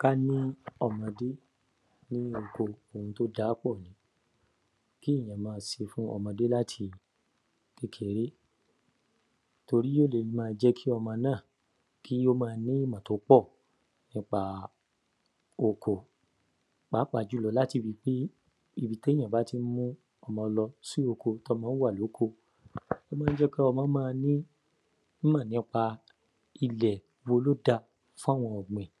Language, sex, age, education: Yoruba, male, 15-29, tertiary